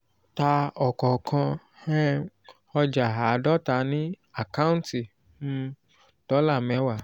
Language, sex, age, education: Yoruba, male, 15-29, tertiary